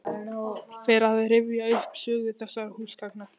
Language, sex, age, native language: Icelandic, male, 11, Icelandic